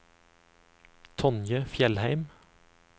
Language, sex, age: Norwegian, male, 35